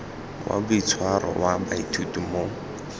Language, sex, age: Tswana, male, 21